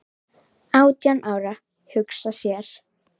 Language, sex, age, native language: Icelandic, female, 10, Icelandic